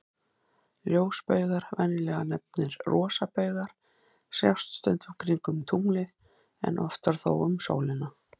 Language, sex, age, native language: Icelandic, female, 50-59, Icelandic